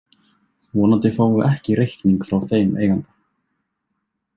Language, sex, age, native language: Icelandic, male, 20-29, Icelandic